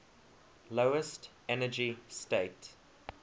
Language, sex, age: English, male, 21